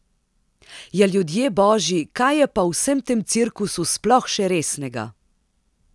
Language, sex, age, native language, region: Slovenian, female, 30-49, Slovenian, Central Slovenia